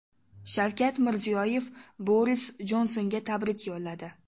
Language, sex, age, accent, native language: Uzbek, female, 12-17, Toshkent shahri, Uzbek